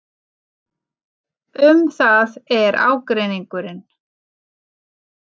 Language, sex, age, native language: Icelandic, female, 40-49, Icelandic